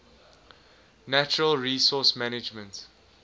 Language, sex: English, male